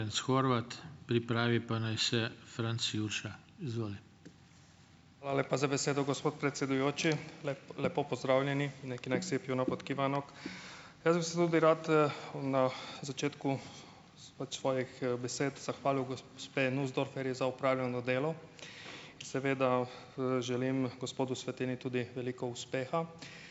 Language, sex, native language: Slovenian, male, Hungarian